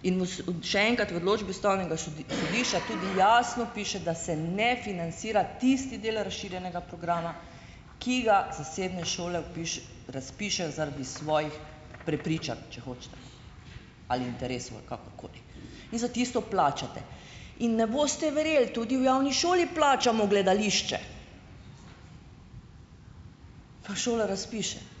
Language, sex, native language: Slovenian, female, Slovenian